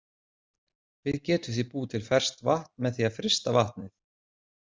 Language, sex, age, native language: Icelandic, male, 40-49, Icelandic